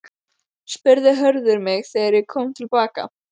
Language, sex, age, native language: Icelandic, female, 12, Icelandic